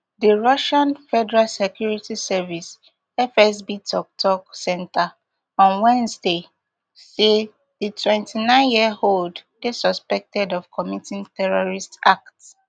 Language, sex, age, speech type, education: Nigerian Pidgin, female, 15-29, spontaneous, tertiary